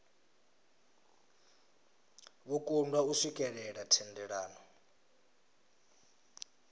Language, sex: Venda, male